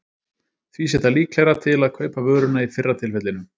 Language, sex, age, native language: Icelandic, male, 30-39, Icelandic